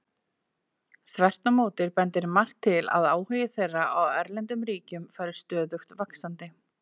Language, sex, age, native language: Icelandic, female, 40-49, Icelandic